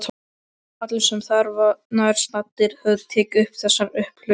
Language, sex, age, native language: Icelandic, male, 12, Icelandic